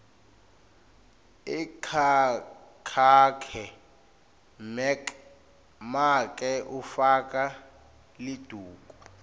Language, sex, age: Swati, male, 21